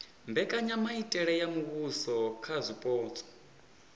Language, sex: Venda, male